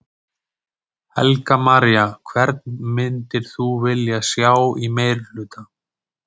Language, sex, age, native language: Icelandic, male, 20-29, Icelandic